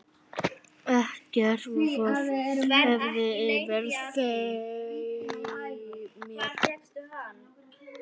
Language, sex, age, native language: Icelandic, female, 9, Icelandic